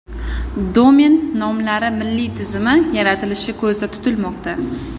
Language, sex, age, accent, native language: Uzbek, female, 18-24, Qoraqalpog'iston, Uzbek